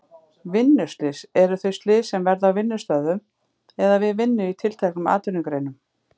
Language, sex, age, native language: Icelandic, female, 50-59, Icelandic